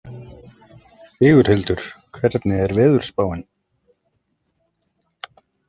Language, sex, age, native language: Icelandic, male, 30-39, Icelandic